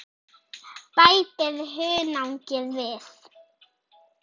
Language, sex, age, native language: Icelandic, female, 7, Icelandic